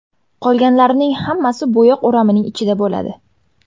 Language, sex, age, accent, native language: Uzbek, female, 18-24, Surxondaryo, Uzbek